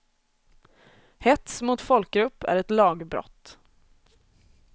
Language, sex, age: Swedish, female, 24